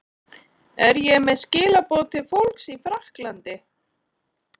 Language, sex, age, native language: Icelandic, female, 40-49, Icelandic